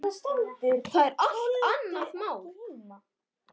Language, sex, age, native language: Icelandic, male, 10, Icelandic